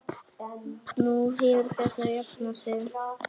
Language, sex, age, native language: Icelandic, male, 10, Icelandic